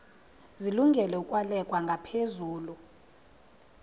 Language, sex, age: Xhosa, female, 26